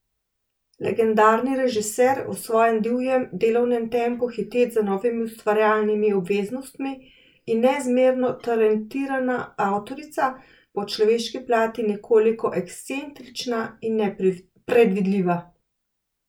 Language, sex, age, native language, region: Slovenian, female, 30-49, Slovenian, Central Slovenia